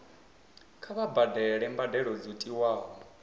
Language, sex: Venda, male